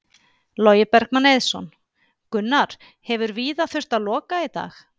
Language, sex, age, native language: Icelandic, female, 50-59, Icelandic